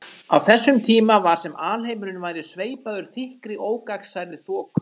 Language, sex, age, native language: Icelandic, male, 30-39, Icelandic